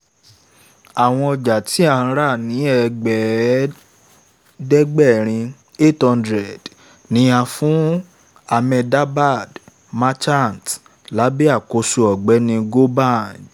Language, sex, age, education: Yoruba, male, 15-29, tertiary